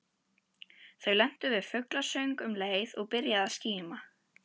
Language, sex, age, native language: Icelandic, female, 12, Icelandic